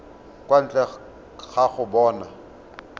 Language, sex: Tswana, male